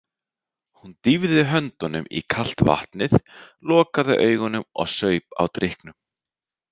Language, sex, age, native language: Icelandic, male, 30-39, Icelandic